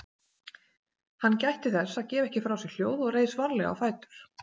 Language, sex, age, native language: Icelandic, female, 40-49, Icelandic